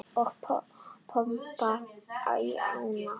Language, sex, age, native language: Icelandic, female, 9, Icelandic